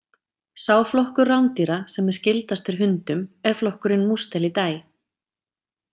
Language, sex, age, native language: Icelandic, female, 30-39, Icelandic